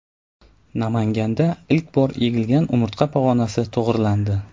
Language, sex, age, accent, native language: Uzbek, male, 18-24, Navoiy, Uzbek